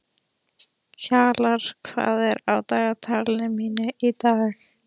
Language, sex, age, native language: Icelandic, female, 13, Icelandic